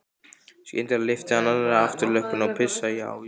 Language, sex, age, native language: Icelandic, male, 15, Icelandic